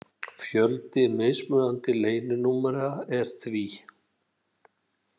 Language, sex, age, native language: Icelandic, male, 60-69, Icelandic